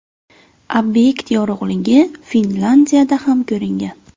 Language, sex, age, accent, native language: Uzbek, female, 18-24, Navoiy, Uzbek